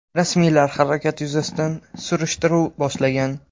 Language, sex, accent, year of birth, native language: Uzbek, male, Toshkent shahri, 2002, Uzbek